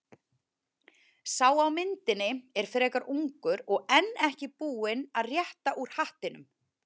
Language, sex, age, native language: Icelandic, female, 30-39, Icelandic